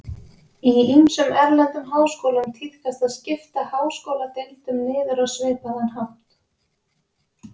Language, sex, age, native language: Icelandic, female, 20-29, Icelandic